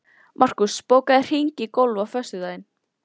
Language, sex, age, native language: Icelandic, female, 13, Icelandic